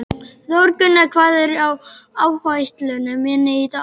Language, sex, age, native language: Icelandic, male, 12, Icelandic